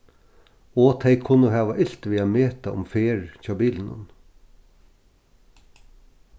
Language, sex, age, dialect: Faroese, male, 61+, Norðurstreymoy/Eysturoy